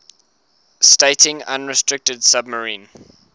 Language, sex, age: English, male, 19